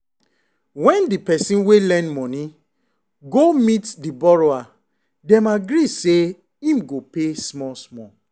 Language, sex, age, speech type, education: Nigerian Pidgin, female, 15-29, spontaneous, secondary